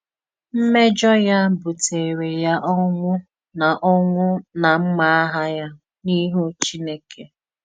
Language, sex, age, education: Igbo, female, 15-29, tertiary